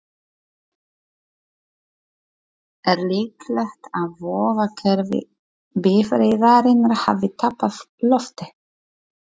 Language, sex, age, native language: Icelandic, female, 40-49, Polish